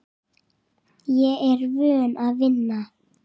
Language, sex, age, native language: Icelandic, female, 7, Icelandic